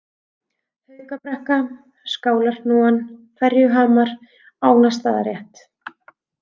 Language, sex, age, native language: Icelandic, female, 30-39, Icelandic